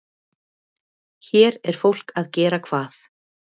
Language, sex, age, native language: Icelandic, female, 40-49, Icelandic